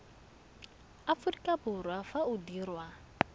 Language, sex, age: Tswana, female, 22